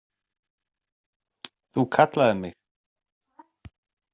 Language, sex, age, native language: Icelandic, male, 40-49, Icelandic